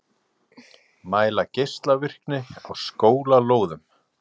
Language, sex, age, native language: Icelandic, male, 40-49, Icelandic